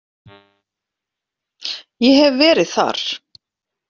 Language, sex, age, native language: Icelandic, female, 40-49, Icelandic